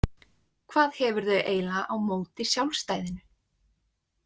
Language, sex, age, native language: Icelandic, female, 20-29, Icelandic